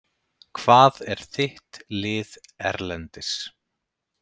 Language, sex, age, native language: Icelandic, male, 30-39, Icelandic